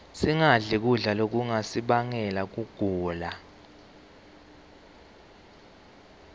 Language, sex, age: Swati, male, 18